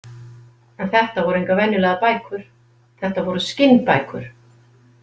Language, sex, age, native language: Icelandic, female, 50-59, Icelandic